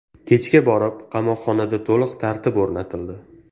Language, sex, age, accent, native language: Uzbek, male, 18-24, Toshkent viloyati, Uzbek